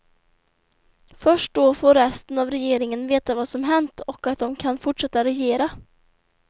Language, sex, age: Swedish, female, 24